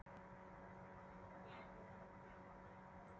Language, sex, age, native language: Icelandic, female, 40-49, Icelandic